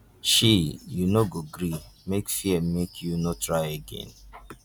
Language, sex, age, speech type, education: Nigerian Pidgin, male, 15-29, spontaneous, tertiary